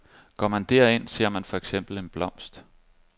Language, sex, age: Danish, male, 25